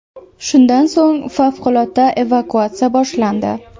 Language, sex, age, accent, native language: Uzbek, female, 18-24, Toshkent shahri, Uzbek